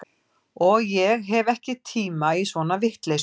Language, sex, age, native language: Icelandic, female, 50-59, Icelandic